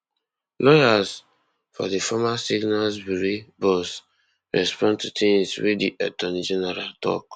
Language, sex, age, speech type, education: Nigerian Pidgin, male, 15-29, spontaneous, tertiary